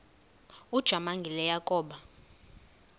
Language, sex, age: Xhosa, female, 20